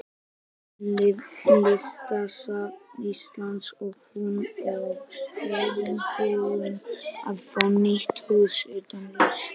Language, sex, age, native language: Icelandic, female, 50-59, Icelandic